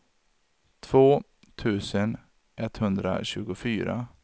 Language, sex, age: Swedish, male, 33